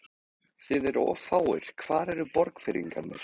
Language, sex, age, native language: Icelandic, male, 13, Icelandic